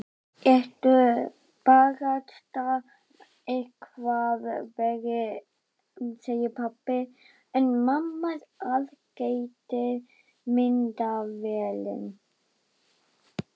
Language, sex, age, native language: Icelandic, female, 12, Icelandic